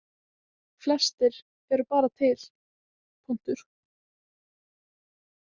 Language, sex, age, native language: Icelandic, female, 18-19, Icelandic